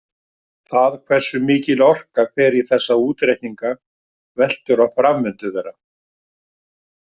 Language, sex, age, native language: Icelandic, male, 50-59, Icelandic